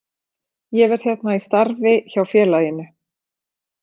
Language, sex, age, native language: Icelandic, female, 30-39, Icelandic